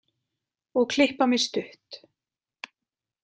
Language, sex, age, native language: Icelandic, female, 20-29, Icelandic